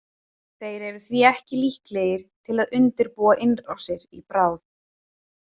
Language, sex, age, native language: Icelandic, female, 30-39, Icelandic